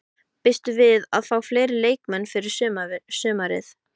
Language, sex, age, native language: Icelandic, female, 12, Icelandic